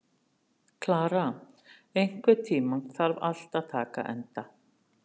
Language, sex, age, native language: Icelandic, female, 60-69, Icelandic